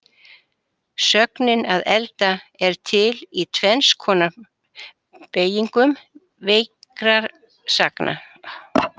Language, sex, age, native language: Icelandic, female, 70-79, Icelandic